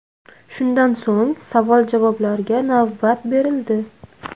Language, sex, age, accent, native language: Uzbek, female, 18-24, Namangan, Uzbek